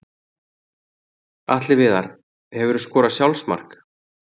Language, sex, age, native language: Icelandic, male, 30-39, Icelandic